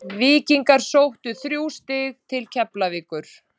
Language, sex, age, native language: Icelandic, female, 30-39, Icelandic